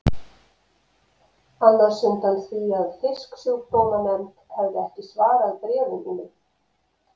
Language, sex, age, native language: Icelandic, female, 50-59, Icelandic